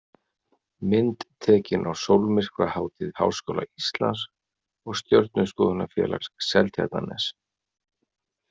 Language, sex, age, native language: Icelandic, male, 40-49, Icelandic